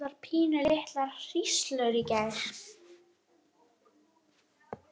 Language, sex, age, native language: Icelandic, female, 11, Icelandic